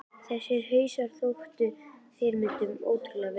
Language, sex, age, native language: Icelandic, female, 11, Icelandic